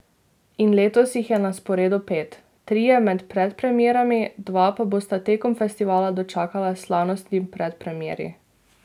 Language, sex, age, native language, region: Slovenian, female, 18-29, Slovenian, Drava region